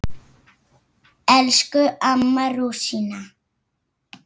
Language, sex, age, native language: Icelandic, female, 8, Icelandic